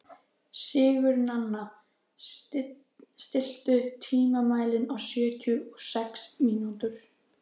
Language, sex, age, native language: Icelandic, female, 14, Icelandic